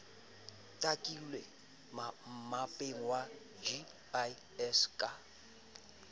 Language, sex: Southern Sotho, male